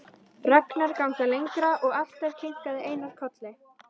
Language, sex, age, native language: Icelandic, female, 13, Icelandic